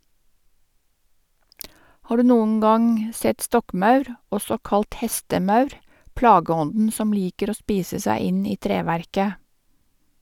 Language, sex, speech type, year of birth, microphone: Norwegian, female, read, 1952, Sennheiser